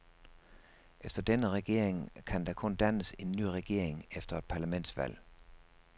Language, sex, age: Danish, male, 56